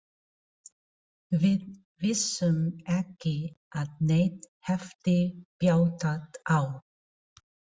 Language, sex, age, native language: Icelandic, female, 40-49, Filipino